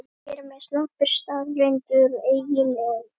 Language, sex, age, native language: Icelandic, male, 50-59, Icelandic